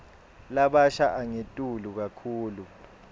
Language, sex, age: Swati, male, 22